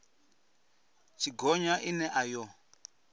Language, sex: Venda, male